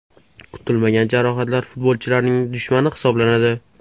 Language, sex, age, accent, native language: Uzbek, male, 18-24, Toshkent shahri, Uzbek